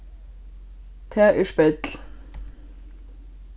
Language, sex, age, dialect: Faroese, female, 15-35, Suðurstreymoy